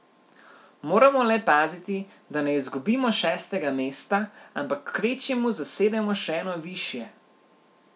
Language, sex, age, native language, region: Slovenian, male, 18-29, Slovenian, Central Slovenia